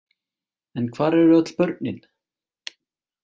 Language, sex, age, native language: Icelandic, male, 18-19, Icelandic